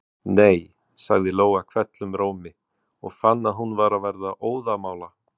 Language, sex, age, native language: Icelandic, male, 40-49, Icelandic